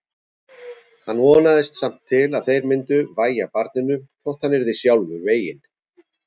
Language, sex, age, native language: Icelandic, male, 40-49, Icelandic